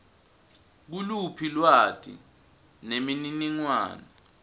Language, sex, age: Swati, male, 20